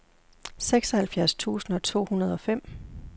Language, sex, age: Danish, female, 40